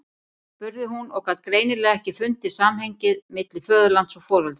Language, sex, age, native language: Icelandic, female, 40-49, Icelandic